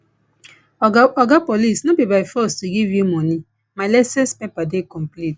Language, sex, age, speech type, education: Nigerian Pidgin, female, 15-29, spontaneous, tertiary